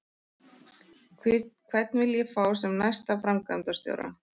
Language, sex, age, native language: Icelandic, male, 13, Icelandic